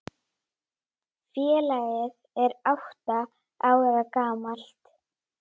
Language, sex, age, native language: Icelandic, female, 9, Icelandic